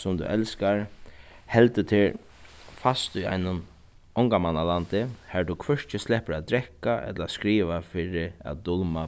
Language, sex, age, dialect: Faroese, male, 36-60, Suðuroy